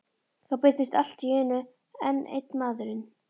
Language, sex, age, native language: Icelandic, female, 12, Icelandic